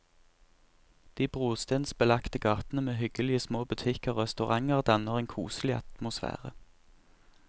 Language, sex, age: Norwegian, male, 24